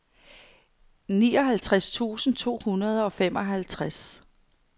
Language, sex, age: Danish, female, 55